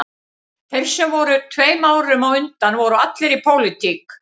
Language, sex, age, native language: Icelandic, female, 50-59, Icelandic